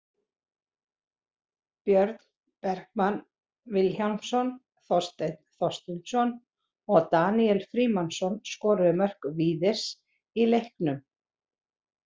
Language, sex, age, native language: Icelandic, female, 40-49, Icelandic